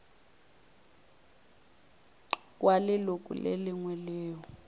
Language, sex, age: Northern Sotho, female, 24